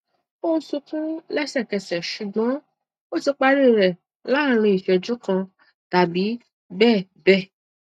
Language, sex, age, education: Yoruba, female, 30-45, tertiary